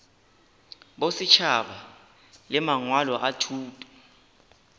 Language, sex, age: Northern Sotho, male, 19